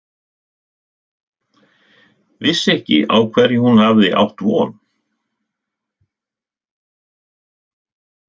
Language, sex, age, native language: Icelandic, male, 60-69, Icelandic